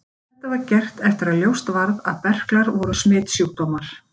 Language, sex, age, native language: Icelandic, female, 50-59, Icelandic